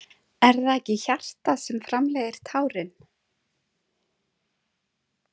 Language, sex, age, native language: Icelandic, female, 30-39, Icelandic